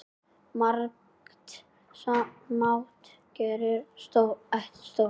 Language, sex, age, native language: Icelandic, male, 10, Icelandic